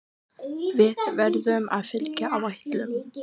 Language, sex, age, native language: Icelandic, female, 18-19, Icelandic